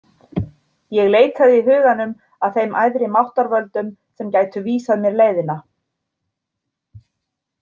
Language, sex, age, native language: Icelandic, female, 40-49, Icelandic